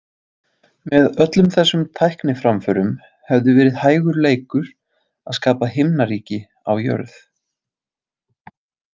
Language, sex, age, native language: Icelandic, male, 20-29, Icelandic